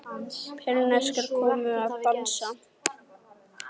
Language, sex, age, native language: Icelandic, female, 40-49, Icelandic